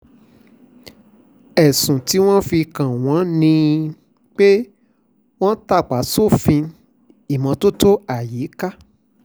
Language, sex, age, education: Yoruba, male, 46-60, tertiary